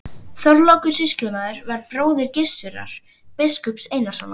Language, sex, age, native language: Icelandic, female, 11, Icelandic